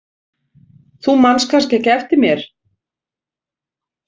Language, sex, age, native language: Icelandic, female, 60-69, Icelandic